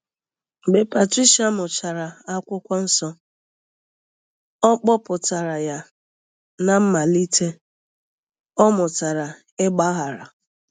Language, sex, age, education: Igbo, female, 30-45, tertiary